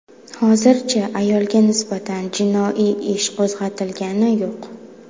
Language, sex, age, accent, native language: Uzbek, female, 19-29, Buxoro, Uzbek